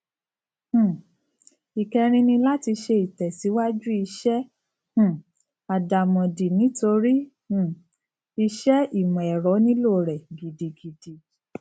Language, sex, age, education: Yoruba, female, 46-60, tertiary